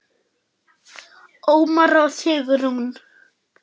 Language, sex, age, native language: Icelandic, female, 8, German